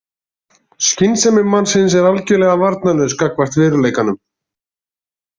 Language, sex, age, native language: Icelandic, male, 40-49, Icelandic